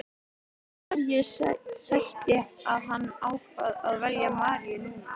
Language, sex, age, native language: Icelandic, female, 12, Icelandic